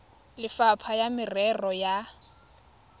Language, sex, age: Tswana, female, 21